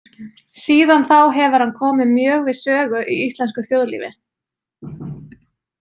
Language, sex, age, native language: Icelandic, female, 20-29, Icelandic